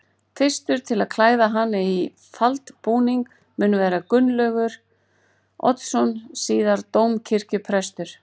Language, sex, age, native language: Icelandic, female, 40-49, Icelandic